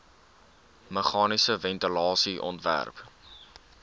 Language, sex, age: Afrikaans, male, 19